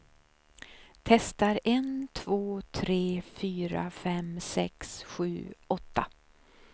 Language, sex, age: Swedish, female, 63